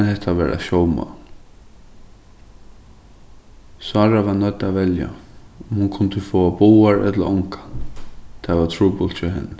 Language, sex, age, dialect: Faroese, male, 15-35, Suðurstreymoy